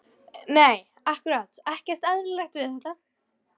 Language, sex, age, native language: Icelandic, female, 18-19, Icelandic